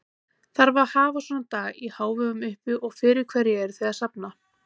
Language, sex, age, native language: Icelandic, female, 30-39, Icelandic